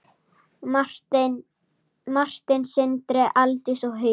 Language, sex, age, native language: Icelandic, female, 7, Icelandic